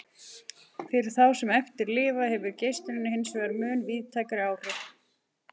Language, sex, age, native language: Icelandic, female, 40-49, Icelandic